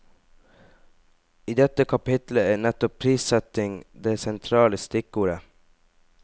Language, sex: Norwegian, male